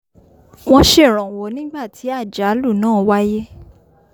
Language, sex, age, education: Yoruba, female, 15-29, tertiary